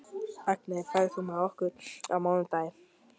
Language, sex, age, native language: Icelandic, male, 12, Icelandic